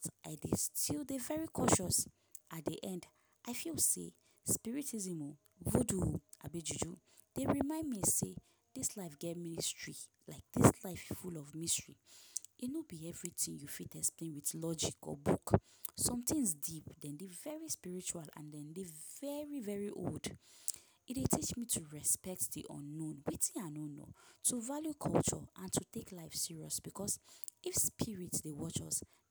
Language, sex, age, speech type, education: Nigerian Pidgin, female, 15-29, spontaneous, tertiary